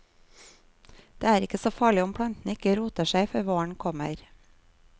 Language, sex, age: Norwegian, female, 39